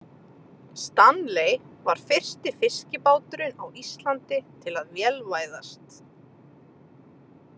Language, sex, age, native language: Icelandic, female, 30-39, Icelandic